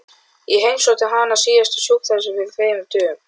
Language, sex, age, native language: Icelandic, male, 12, Icelandic